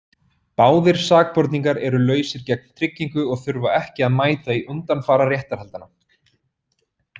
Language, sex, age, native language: Icelandic, male, 30-39, Icelandic